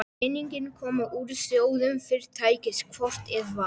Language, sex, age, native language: Icelandic, male, 11, Polish